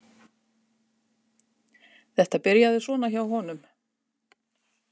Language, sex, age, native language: Icelandic, female, 50-59, Icelandic